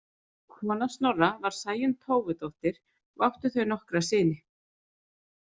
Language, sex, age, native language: Icelandic, female, 30-39, Icelandic